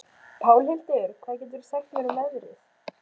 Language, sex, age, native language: Icelandic, female, 12, Icelandic